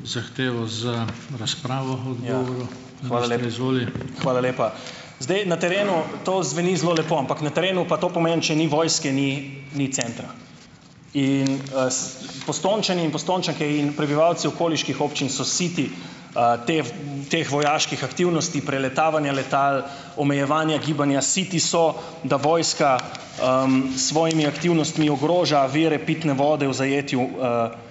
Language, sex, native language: Slovenian, male, Slovenian